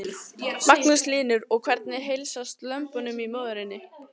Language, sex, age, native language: Icelandic, other, 14, Icelandic